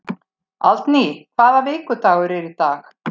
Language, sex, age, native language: Icelandic, female, 70-79, Icelandic